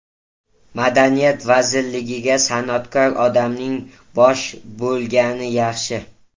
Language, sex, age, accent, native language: Uzbek, male, 18-24, Toshkent viloyati, Uzbek